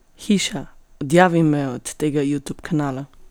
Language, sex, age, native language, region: Slovenian, female, 18-29, Slovenian, Gorenjska region